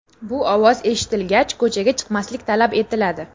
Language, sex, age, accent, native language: Uzbek, female, 18-24, Namangan, Uzbek